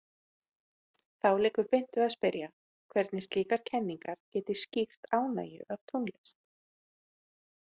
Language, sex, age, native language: Icelandic, female, 30-39, Icelandic